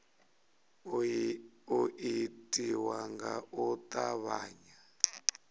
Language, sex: Venda, male